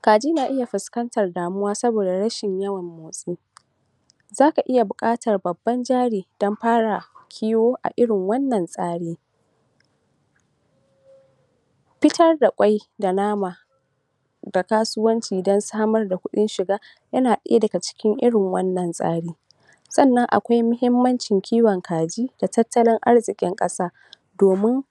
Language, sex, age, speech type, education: Hausa, female, 46-60, spontaneous, tertiary